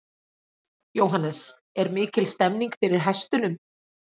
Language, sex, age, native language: Icelandic, female, 40-49, Icelandic